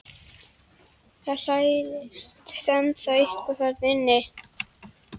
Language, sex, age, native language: Icelandic, female, 11, Icelandic